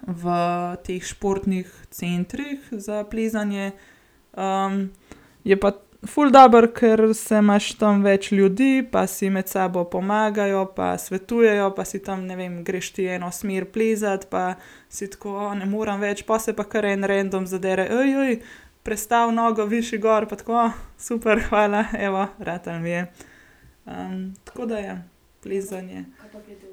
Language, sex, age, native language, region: Slovenian, female, 18-29, Slovenian, Gorenjska region